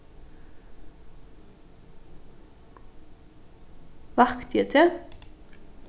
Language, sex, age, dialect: Faroese, female, 15-35, Norðuroyggjar